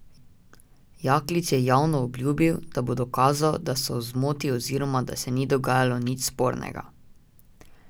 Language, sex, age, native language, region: Slovenian, male, 18-29, Slovenian, Drava region